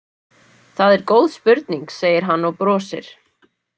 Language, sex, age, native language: Icelandic, female, 20-29, Icelandic